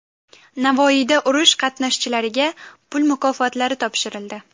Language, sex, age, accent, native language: Uzbek, female, 18-24, Qashqadaryo, Uzbek